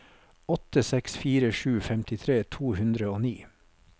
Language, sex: Norwegian, male